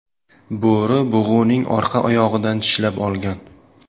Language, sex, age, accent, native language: Uzbek, male, 25-34, Sirdaryo, Uzbek